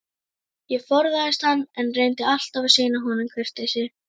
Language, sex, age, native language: Icelandic, female, 11, Icelandic